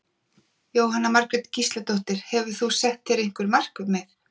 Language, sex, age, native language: Icelandic, female, 40-49, Icelandic